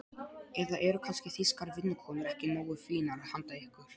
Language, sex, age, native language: Icelandic, male, 12, Polish